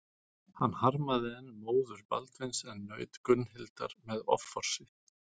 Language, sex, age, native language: Icelandic, male, 40-49, Icelandic